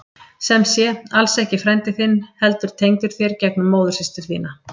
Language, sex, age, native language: Icelandic, female, 50-59, Icelandic